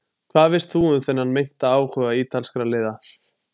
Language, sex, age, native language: Icelandic, male, 20-29, Icelandic